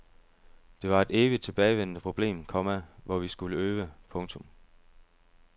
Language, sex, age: Danish, male, 30